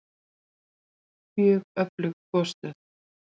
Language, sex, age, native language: Icelandic, female, 40-49, Icelandic